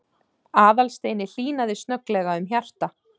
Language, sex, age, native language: Icelandic, female, 30-39, Icelandic